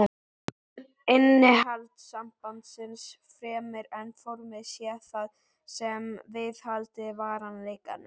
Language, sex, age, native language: Icelandic, female, 11, Icelandic